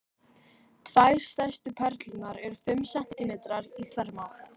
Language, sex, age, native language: Icelandic, female, 12, Icelandic